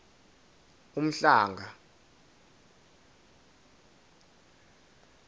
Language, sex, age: South Ndebele, male, 22